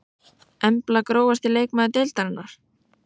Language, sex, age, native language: Icelandic, female, 14, Icelandic